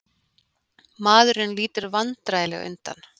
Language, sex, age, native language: Icelandic, female, 40-49, Icelandic